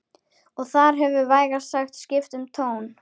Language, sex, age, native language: Icelandic, female, 13, Icelandic